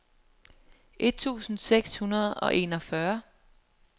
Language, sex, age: Danish, female, 23